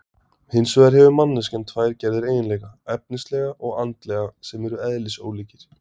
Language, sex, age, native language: Icelandic, male, 20-29, Icelandic